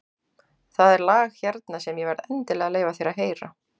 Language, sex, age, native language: Icelandic, female, 40-49, Icelandic